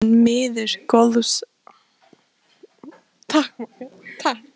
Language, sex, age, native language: Icelandic, female, 15, Icelandic